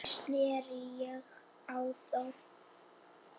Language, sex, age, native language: Icelandic, male, 7, Icelandic